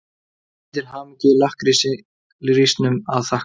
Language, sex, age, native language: Icelandic, male, 20-29, Icelandic